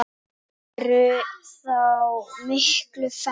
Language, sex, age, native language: Icelandic, female, 7, Icelandic